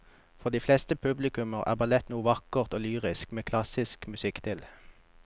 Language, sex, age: Norwegian, male, 21